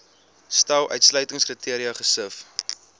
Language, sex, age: Afrikaans, male, 22